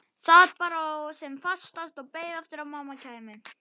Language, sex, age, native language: Icelandic, male, 11, Icelandic